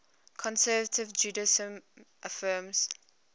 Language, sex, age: English, female, 21